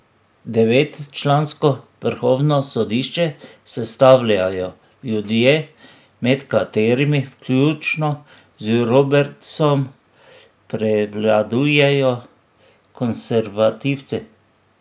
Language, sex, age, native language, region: Slovenian, male, 60+, Slovenian, Drava region